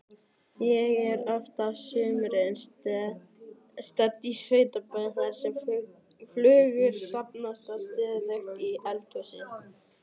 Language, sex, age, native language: Icelandic, male, 18-19, Icelandic